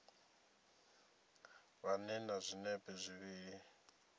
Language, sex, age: Venda, male, 27